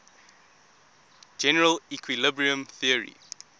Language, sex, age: English, male, 20